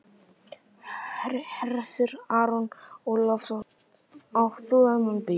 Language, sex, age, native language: Icelandic, male, 11, Icelandic